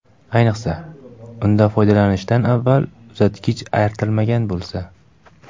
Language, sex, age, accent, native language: Uzbek, male, 19-29, Farg'ona, Uzbek